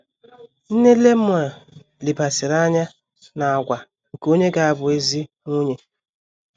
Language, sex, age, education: Igbo, female, 30-45, tertiary